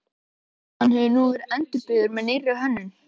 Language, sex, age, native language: Icelandic, male, 13, Icelandic